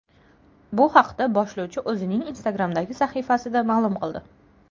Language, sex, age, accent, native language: Uzbek, female, 18-24, Toshkent viloyati, Uzbek